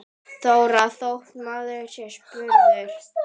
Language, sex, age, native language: Icelandic, female, 9, Icelandic